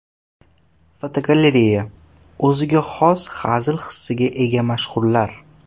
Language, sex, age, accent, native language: Uzbek, male, 12-17, Toshkent shahri, Uzbek